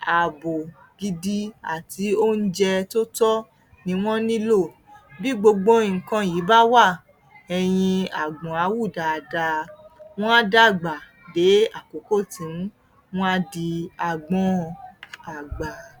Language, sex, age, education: Yoruba, female, 30-45, tertiary